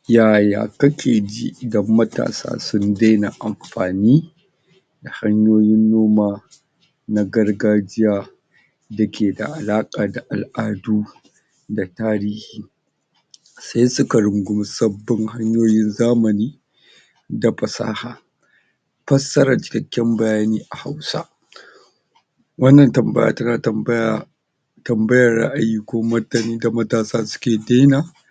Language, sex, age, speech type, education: Hausa, male, 46-60, spontaneous, tertiary